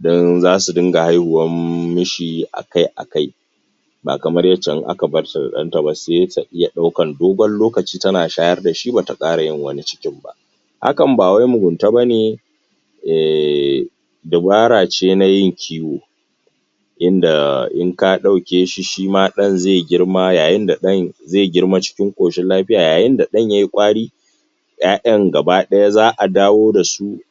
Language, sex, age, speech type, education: Hausa, male, 15-29, spontaneous, tertiary